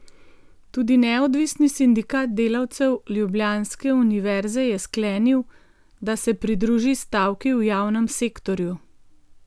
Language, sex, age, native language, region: Slovenian, female, 50-59, Slovenian, Gorenjska region